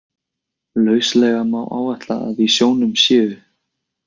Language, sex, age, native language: Icelandic, male, 20-29, Icelandic